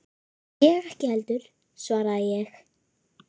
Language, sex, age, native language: Icelandic, female, 10, Icelandic